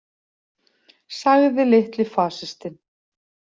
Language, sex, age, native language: Icelandic, female, 40-49, Icelandic